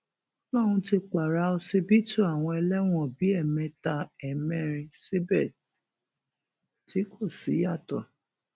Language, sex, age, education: Yoruba, female, 46-60, tertiary